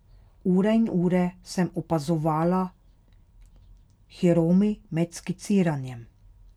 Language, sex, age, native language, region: Slovenian, female, 30-49, Slovenian, Pomurje region